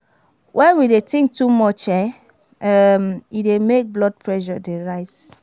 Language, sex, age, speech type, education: Nigerian Pidgin, female, 15-29, spontaneous, tertiary